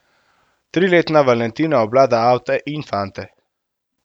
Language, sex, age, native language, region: Slovenian, male, 18-29, Slovenian, Central Slovenia